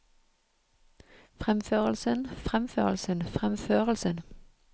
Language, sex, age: Norwegian, female, 31